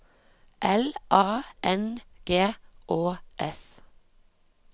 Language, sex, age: Norwegian, female, 36